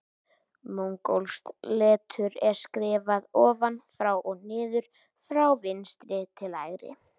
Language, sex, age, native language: Icelandic, male, 18-19, Icelandic